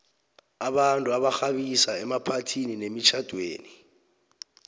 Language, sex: South Ndebele, male